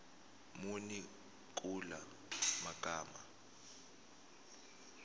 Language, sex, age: Zulu, male, 19